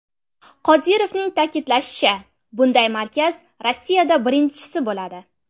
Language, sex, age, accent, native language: Uzbek, female, 18-24, Navoiy, Uzbek